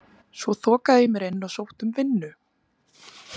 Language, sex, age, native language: Icelandic, female, 20-29, Icelandic